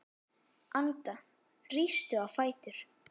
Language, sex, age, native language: Icelandic, female, 10, Icelandic